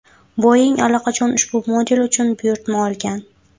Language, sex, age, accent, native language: Uzbek, female, 18-24, Buxoro, Uzbek